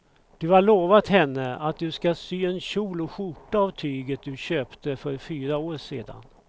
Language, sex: Swedish, male